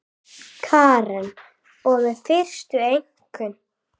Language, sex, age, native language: Icelandic, female, 8, Icelandic